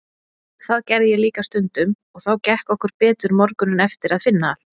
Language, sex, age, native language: Icelandic, female, 40-49, Icelandic